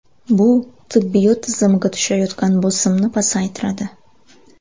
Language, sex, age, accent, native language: Uzbek, female, 19-29, Buxoro, Uzbek